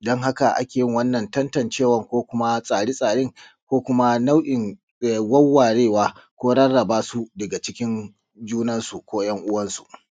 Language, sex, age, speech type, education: Hausa, male, 30-45, spontaneous, tertiary